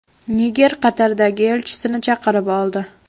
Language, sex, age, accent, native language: Uzbek, female, 12-17, Farg'ona, Uzbek